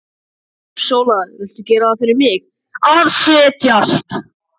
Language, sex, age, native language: Icelandic, male, 14, Icelandic